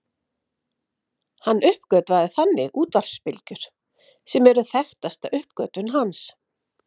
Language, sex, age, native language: Icelandic, female, 50-59, Icelandic